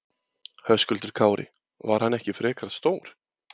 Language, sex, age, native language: Icelandic, male, 20-29, Icelandic